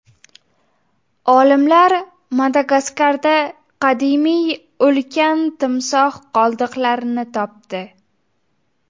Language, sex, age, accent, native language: Uzbek, female, 18-24, Farg'ona, Uzbek